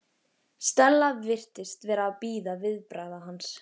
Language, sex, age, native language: Icelandic, female, 14, Icelandic